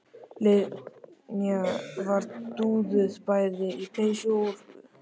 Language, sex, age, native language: Icelandic, male, 13, Icelandic